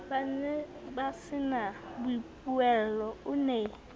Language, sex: Southern Sotho, female